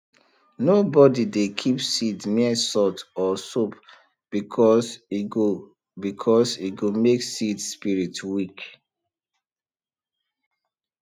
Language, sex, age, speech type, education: Nigerian Pidgin, male, 30-45, spontaneous, tertiary